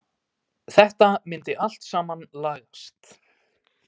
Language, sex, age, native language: Icelandic, male, 18-19, Icelandic